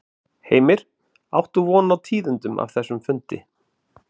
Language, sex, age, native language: Icelandic, male, 40-49, Icelandic